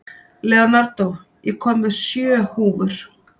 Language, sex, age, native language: Icelandic, female, 50-59, Icelandic